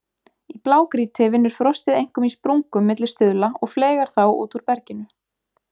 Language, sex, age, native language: Icelandic, female, 20-29, Icelandic